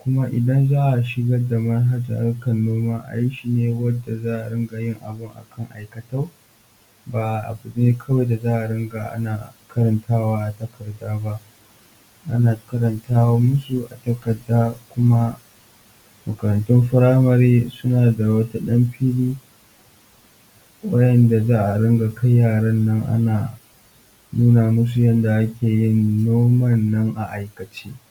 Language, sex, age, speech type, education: Hausa, male, 15-29, spontaneous, tertiary